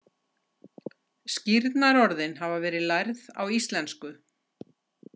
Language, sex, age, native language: Icelandic, female, 60-69, Icelandic